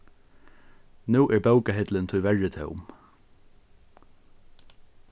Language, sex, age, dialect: Faroese, male, 15-35, Norðurstreymoy/Eysturoy